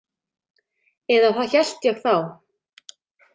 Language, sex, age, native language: Icelandic, female, 30-39, Icelandic